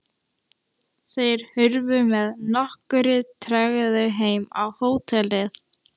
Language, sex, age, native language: Icelandic, female, 13, Icelandic